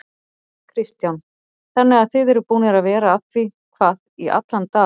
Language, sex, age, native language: Icelandic, female, 40-49, Icelandic